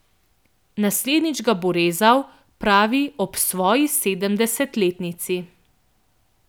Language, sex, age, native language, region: Slovenian, female, 18-29, Slovenian, Central Slovenia